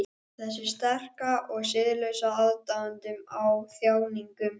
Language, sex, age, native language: Icelandic, male, 12, Icelandic